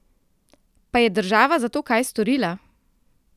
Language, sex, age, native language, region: Slovenian, female, 30-49, Slovenian, Central Slovenia